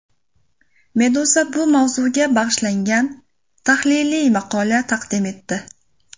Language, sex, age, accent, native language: Uzbek, female, 18-24, Namangan, Uzbek